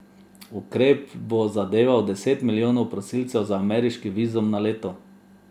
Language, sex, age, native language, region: Slovenian, male, 30-49, Slovenian, Drava region